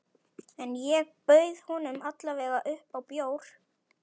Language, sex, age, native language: Icelandic, male, 11, Icelandic